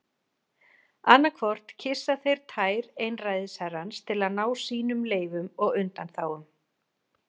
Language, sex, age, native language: Icelandic, female, 40-49, Icelandic